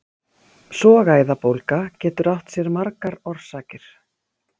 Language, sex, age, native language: Icelandic, female, 50-59, Icelandic